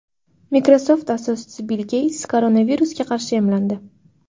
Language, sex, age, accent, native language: Uzbek, female, 18-24, Farg'ona, Uzbek